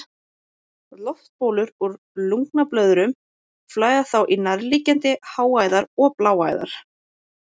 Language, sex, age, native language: Icelandic, female, 20-29, Icelandic